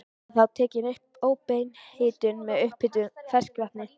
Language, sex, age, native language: Icelandic, female, 13, Icelandic